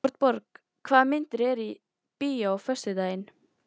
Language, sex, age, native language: Icelandic, female, 13, Icelandic